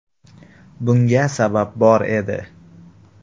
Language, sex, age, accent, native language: Uzbek, male, 18-24, Xorazm, Uzbek